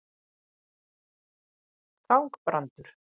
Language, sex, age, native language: Icelandic, female, 50-59, Icelandic